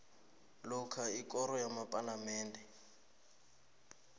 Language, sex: South Ndebele, male